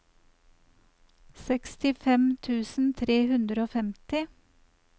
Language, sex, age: Norwegian, female, 54